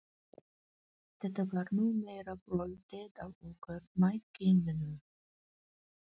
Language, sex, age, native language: Icelandic, female, 40-49, Filipino